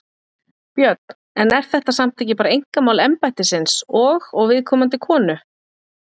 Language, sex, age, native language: Icelandic, female, 40-49, Icelandic